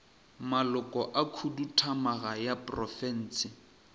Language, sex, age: Northern Sotho, male, 23